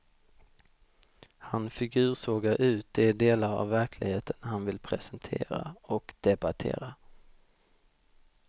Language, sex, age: Swedish, male, 32